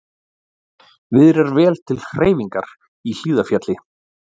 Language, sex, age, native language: Icelandic, male, 40-49, Icelandic